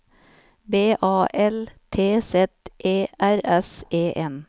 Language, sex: Norwegian, female